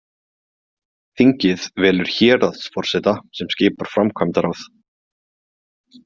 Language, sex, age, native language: Icelandic, male, 20-29, Icelandic